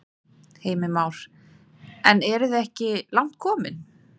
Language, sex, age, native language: Icelandic, female, 30-39, Icelandic